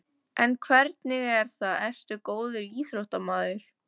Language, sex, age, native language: Icelandic, female, 14, Icelandic